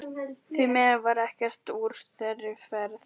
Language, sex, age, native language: Icelandic, female, 11, Icelandic